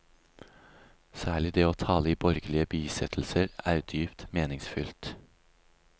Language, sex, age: Norwegian, male, 36